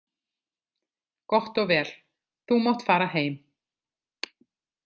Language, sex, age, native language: Icelandic, other, 50-59, Icelandic